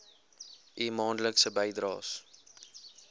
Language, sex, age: Afrikaans, male, 20